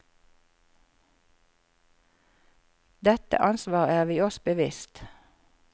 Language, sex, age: Norwegian, female, 54